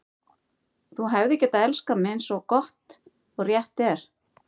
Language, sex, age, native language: Icelandic, female, 50-59, Icelandic